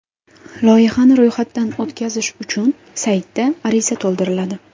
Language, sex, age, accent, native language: Uzbek, female, 18-24, Andijon, Uzbek